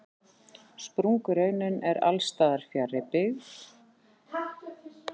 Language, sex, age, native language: Icelandic, female, 40-49, Icelandic